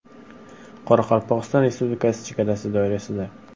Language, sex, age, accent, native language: Uzbek, male, under 19, Samarqand, Uzbek